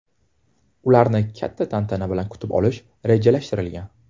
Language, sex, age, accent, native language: Uzbek, male, 19-29, Toshkent viloyati, Uzbek